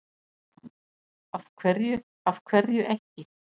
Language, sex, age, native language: Icelandic, female, 60-69, Danish